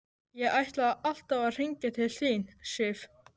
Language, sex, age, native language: Icelandic, male, 13, Icelandic